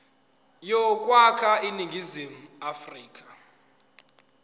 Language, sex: Zulu, male